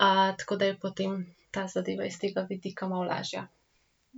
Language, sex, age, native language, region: Slovenian, female, 18-29, Slovenian, Central Slovenia